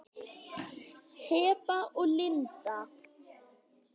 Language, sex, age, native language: Icelandic, male, 10, Icelandic